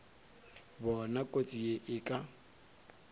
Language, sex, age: Northern Sotho, male, 23